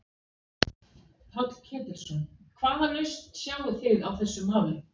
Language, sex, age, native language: Icelandic, female, 40-49, Icelandic